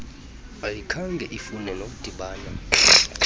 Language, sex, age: Xhosa, male, 32